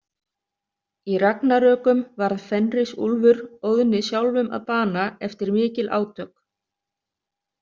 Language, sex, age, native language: Icelandic, other, 30-39, Icelandic